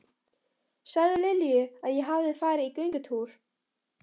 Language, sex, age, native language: Icelandic, female, 13, Polish